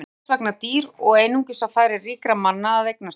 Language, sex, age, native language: Icelandic, female, 40-49, Icelandic